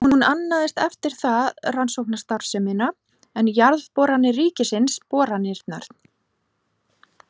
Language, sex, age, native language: Icelandic, female, 40-49, Icelandic